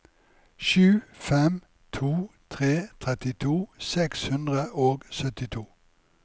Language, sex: Norwegian, male